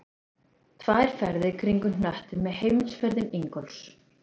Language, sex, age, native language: Icelandic, female, 30-39, Icelandic